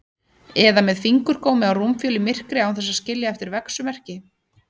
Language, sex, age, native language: Icelandic, female, 30-39, Icelandic